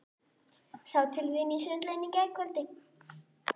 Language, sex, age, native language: Icelandic, female, 11, Icelandic